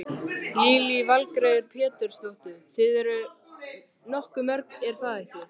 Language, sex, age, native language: Icelandic, male, 13, Icelandic